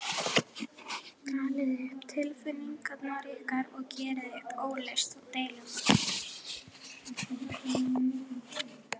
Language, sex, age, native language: Icelandic, female, 11, Icelandic